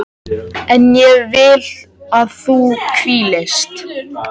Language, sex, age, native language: Icelandic, male, 13, Icelandic